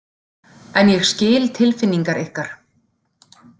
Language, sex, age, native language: Icelandic, female, 40-49, Icelandic